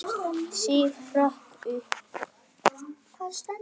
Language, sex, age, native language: Icelandic, male, 7, Icelandic